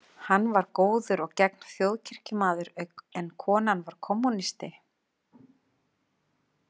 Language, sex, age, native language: Icelandic, female, 40-49, Icelandic